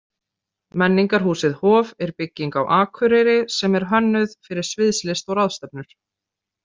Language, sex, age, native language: Icelandic, female, 30-39, Icelandic